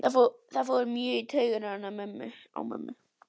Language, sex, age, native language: Icelandic, female, 11, Icelandic